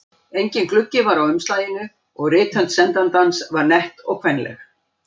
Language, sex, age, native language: Icelandic, female, 60-69, Icelandic